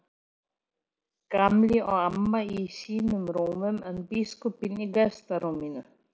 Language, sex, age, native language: Icelandic, female, 40-49, Polish